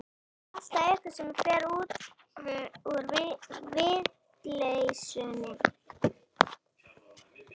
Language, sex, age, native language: Icelandic, male, 11, Icelandic